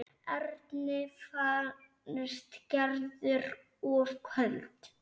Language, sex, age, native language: Icelandic, female, 9, Icelandic